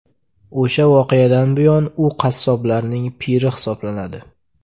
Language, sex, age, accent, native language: Uzbek, male, 18-24, Farg'ona, Uzbek